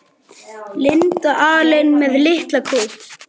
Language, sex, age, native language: Icelandic, male, 9, Icelandic